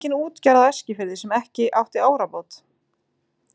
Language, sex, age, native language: Icelandic, female, 20-29, Icelandic